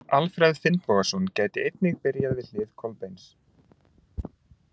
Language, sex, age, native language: Icelandic, male, 20-29, Icelandic